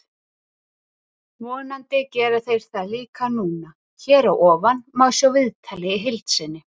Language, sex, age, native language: Icelandic, female, 30-39, Icelandic